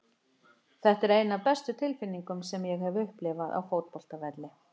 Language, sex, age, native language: Icelandic, female, 50-59, Icelandic